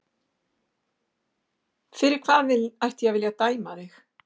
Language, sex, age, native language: Icelandic, female, 60-69, Icelandic